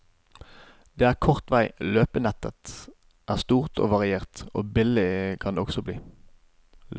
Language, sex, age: Norwegian, male, 25